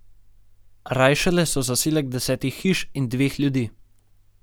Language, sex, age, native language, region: Slovenian, male, 18-29, Slovenian, Gorenjska region